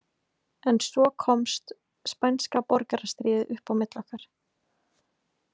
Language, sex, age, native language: Icelandic, female, 20-29, Icelandic